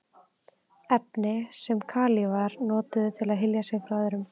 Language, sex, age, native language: Icelandic, female, 30-39, Icelandic